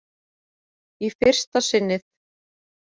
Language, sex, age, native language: Icelandic, female, 40-49, Icelandic